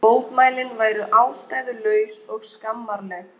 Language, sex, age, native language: Icelandic, female, 20-29, Icelandic